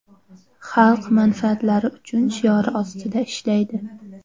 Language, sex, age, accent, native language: Uzbek, female, 18-24, Xorazm, Uzbek